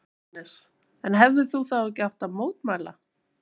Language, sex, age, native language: Icelandic, female, 20-29, Icelandic